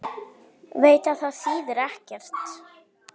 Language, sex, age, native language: Icelandic, female, 7, Icelandic